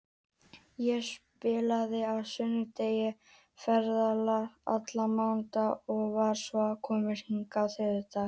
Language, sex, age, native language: Icelandic, female, 18-19, Icelandic